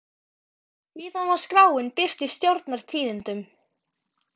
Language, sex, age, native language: Icelandic, female, 12, Icelandic